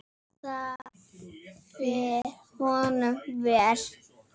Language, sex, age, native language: Icelandic, female, 9, Icelandic